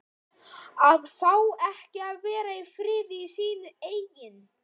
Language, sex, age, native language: Icelandic, male, 13, Icelandic